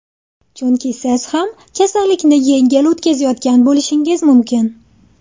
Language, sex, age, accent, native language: Uzbek, female, 19-29, Andijon, Uzbek